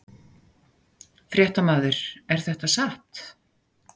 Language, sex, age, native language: Icelandic, female, 60-69, Icelandic